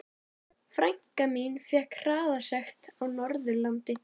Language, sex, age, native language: Icelandic, female, 11, Icelandic